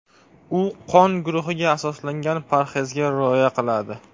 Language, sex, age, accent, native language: Uzbek, male, 18-24, Farg'ona, Uzbek